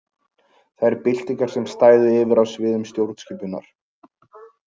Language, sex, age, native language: Icelandic, male, 20-29, Icelandic